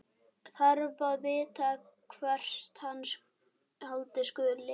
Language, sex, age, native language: Icelandic, male, 12, Icelandic